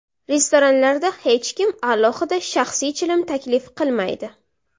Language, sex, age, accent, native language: Uzbek, female, 18-24, Samarqand, Uzbek